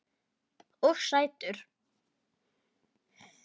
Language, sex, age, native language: Icelandic, female, 9, Icelandic